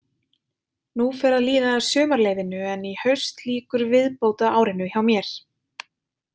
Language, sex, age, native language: Icelandic, female, 20-29, Icelandic